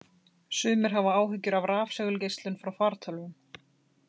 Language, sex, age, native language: Icelandic, female, 30-39, Icelandic